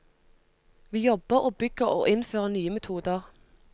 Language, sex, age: Norwegian, female, 25